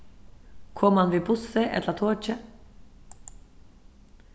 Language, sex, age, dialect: Faroese, female, 15-35, Suðurstreymoy